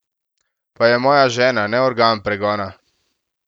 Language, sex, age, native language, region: Slovenian, male, 18-29, Slovenian, Central Slovenia